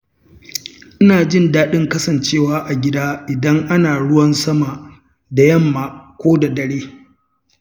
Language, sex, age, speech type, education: Hausa, male, 60+, read, tertiary